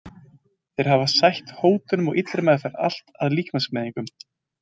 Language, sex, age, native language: Icelandic, male, 20-29, Icelandic